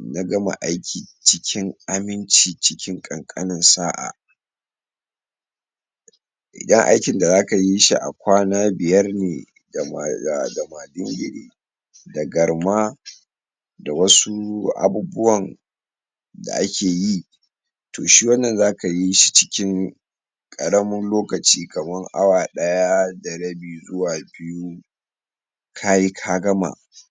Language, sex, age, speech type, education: Hausa, male, 46-60, spontaneous, tertiary